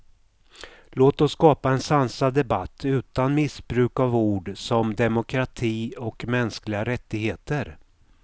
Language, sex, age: Swedish, male, 55